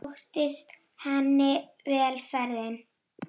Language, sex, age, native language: Icelandic, female, 9, Icelandic